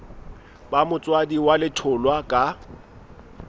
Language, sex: Southern Sotho, male